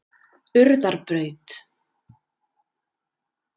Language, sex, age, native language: Icelandic, female, 20-29, Icelandic